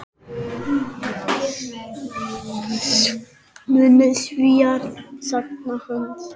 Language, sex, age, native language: Icelandic, male, 6, Icelandic